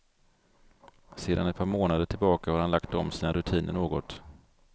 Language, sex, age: Swedish, male, 42